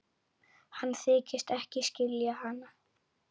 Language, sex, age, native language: Icelandic, female, 8, Icelandic